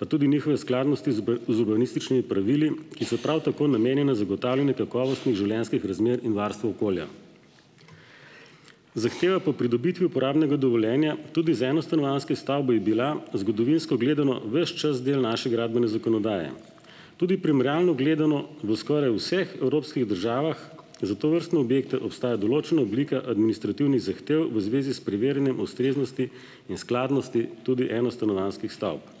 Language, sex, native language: Slovenian, male, Slovenian